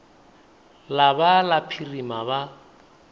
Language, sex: Northern Sotho, male